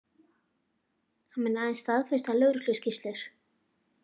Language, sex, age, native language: Icelandic, female, 40-49, Icelandic